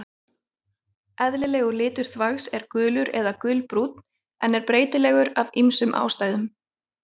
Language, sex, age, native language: Icelandic, female, 30-39, Icelandic